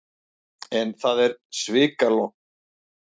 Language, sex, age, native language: Icelandic, male, 40-49, Icelandic